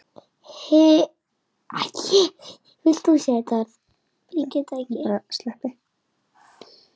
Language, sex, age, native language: Icelandic, male, 6, Icelandic